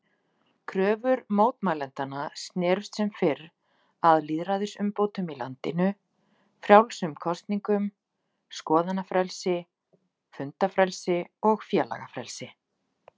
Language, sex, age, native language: Icelandic, female, 40-49, Icelandic